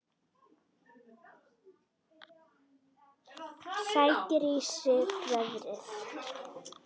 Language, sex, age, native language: Icelandic, other, 10, Icelandic